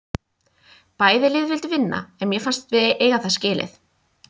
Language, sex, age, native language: Icelandic, female, 20-29, Icelandic